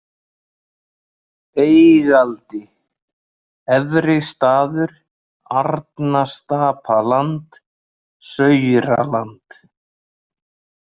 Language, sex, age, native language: Icelandic, male, 40-49, Icelandic